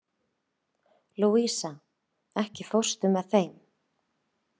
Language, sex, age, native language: Icelandic, female, 30-39, Icelandic